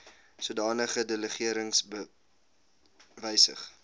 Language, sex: Afrikaans, male